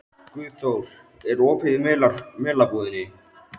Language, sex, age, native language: Icelandic, male, 13, Icelandic